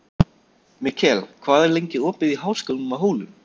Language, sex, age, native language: Icelandic, male, 13, Icelandic